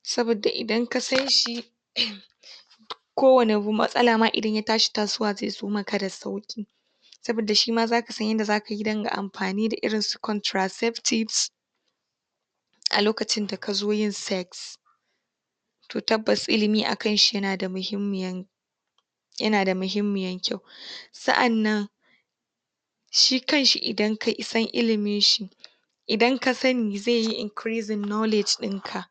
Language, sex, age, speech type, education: Hausa, female, 15-29, spontaneous, tertiary